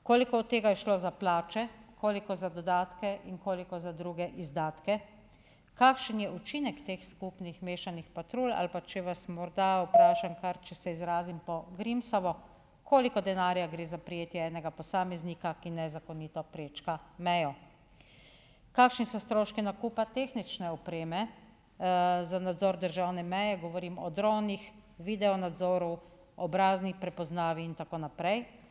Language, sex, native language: Slovenian, female, Slovenian